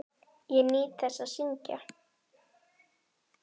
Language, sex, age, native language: Icelandic, female, 10, Icelandic